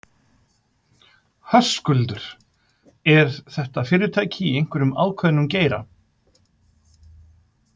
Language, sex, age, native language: Icelandic, male, 50-59, Icelandic